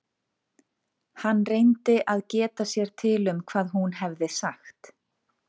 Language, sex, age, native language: Icelandic, female, 40-49, Icelandic